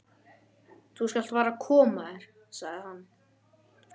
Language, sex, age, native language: Icelandic, male, 12, Icelandic